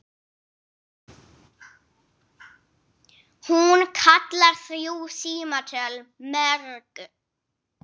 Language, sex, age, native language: Icelandic, female, 8, English